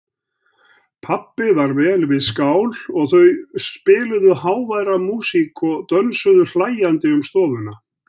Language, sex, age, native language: Icelandic, male, 70-79, Icelandic